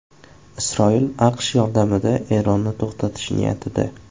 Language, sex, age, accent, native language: Uzbek, male, 18-24, Jizzax, Uzbek